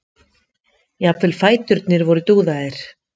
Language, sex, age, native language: Icelandic, female, 50-59, Icelandic